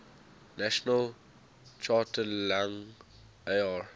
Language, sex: English, male